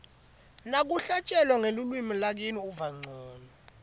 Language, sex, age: Swati, male, 18